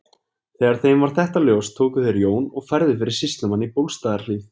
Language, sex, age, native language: Icelandic, male, 20-29, Icelandic